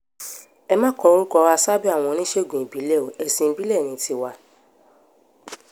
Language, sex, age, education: Yoruba, female, 15-29, tertiary